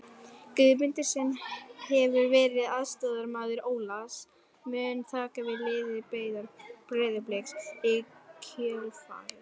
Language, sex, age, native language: Icelandic, female, 40-49, Icelandic